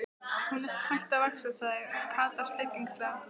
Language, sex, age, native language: Icelandic, female, 12, Icelandic